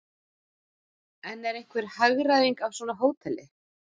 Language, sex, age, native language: Icelandic, male, 40-49, Icelandic